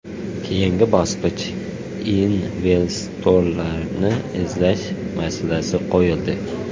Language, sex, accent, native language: Uzbek, male, Qoraqalpog'iston, Uzbek